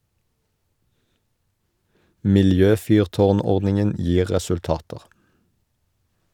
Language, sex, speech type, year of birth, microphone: Norwegian, male, read, 1972, Shure